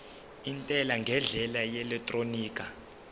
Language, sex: Zulu, male